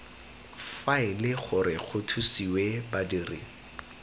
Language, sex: Tswana, male